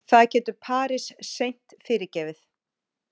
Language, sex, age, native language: Icelandic, female, 40-49, Icelandic